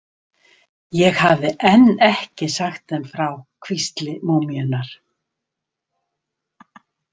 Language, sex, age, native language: Icelandic, female, 70-79, Icelandic